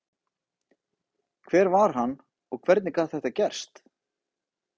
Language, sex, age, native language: Icelandic, male, 30-39, Icelandic